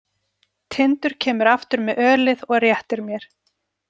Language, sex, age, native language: Icelandic, female, 40-49, Icelandic